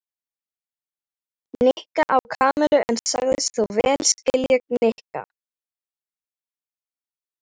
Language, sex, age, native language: Icelandic, female, 12, Icelandic